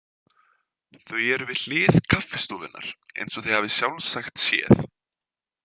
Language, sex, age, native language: Icelandic, male, 20-29, Icelandic